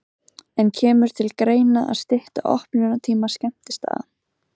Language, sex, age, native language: Icelandic, female, 20-29, Icelandic